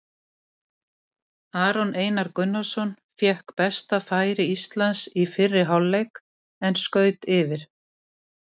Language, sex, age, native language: Icelandic, female, 60-69, Icelandic